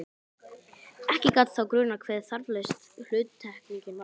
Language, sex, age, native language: Icelandic, male, 11, Icelandic